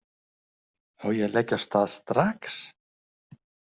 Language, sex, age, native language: Icelandic, male, 60-69, Icelandic